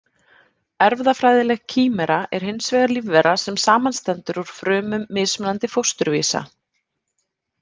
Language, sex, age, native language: Icelandic, female, 30-39, Icelandic